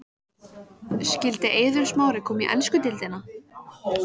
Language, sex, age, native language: Icelandic, female, 14, Icelandic